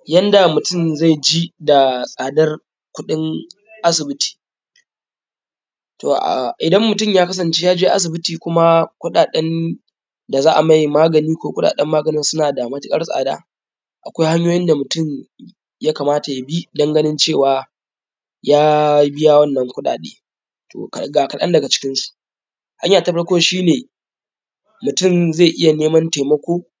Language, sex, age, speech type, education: Hausa, male, 15-29, spontaneous, tertiary